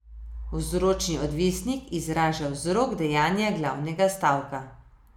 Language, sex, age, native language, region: Slovenian, female, 30-49, Slovenian, Savinja region